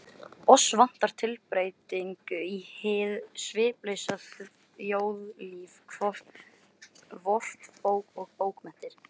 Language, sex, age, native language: Icelandic, male, 13, Icelandic